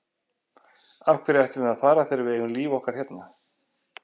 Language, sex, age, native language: Icelandic, male, 50-59, Icelandic